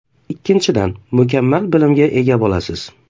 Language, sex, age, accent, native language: Uzbek, male, 35+, Xorazm, Uzbek